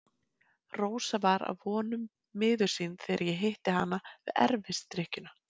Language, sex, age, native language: Icelandic, female, 20-29, Icelandic